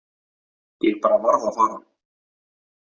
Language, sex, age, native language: Icelandic, male, 18-19, Icelandic